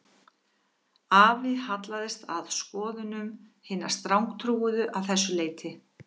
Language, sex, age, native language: Icelandic, female, 50-59, Icelandic